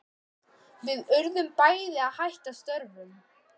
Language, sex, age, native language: Icelandic, male, 13, Icelandic